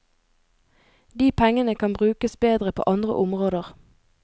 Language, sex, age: Norwegian, female, 22